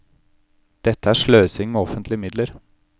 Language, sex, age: Norwegian, male, 31